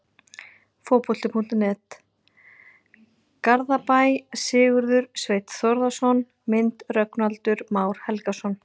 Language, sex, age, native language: Icelandic, female, 40-49, Icelandic